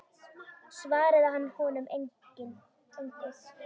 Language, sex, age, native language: Icelandic, female, 10, Icelandic